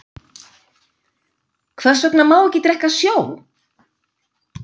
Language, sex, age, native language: Icelandic, female, 50-59, Icelandic